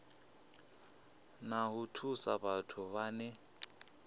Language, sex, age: Venda, male, 25